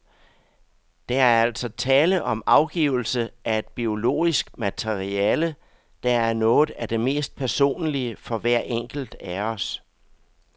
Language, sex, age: Danish, male, 62